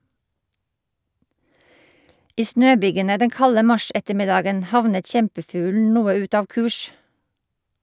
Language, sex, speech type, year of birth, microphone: Norwegian, female, read, 1958, Shure